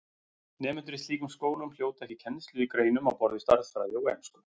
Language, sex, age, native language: Icelandic, male, 40-49, Icelandic